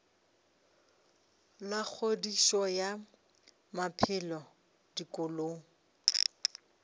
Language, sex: Northern Sotho, female